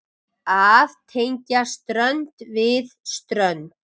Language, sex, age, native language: Icelandic, male, 7, Icelandic